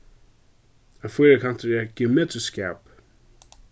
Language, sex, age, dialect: Faroese, male, 36-60, Suðurstreymoy